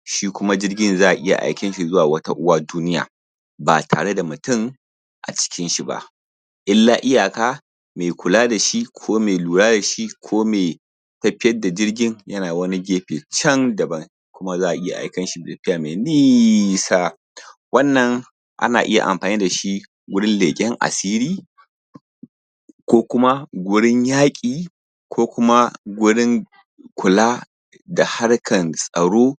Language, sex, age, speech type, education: Hausa, male, 15-29, spontaneous, primary